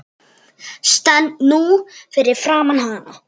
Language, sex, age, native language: Icelandic, female, 7, Icelandic